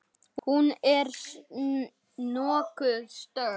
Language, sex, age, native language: Icelandic, other, 10, Icelandic